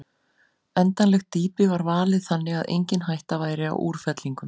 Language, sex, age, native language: Icelandic, female, 40-49, Icelandic